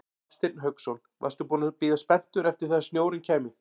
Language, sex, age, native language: Icelandic, male, 40-49, Icelandic